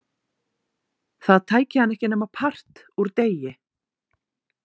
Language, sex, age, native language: Icelandic, female, 40-49, Icelandic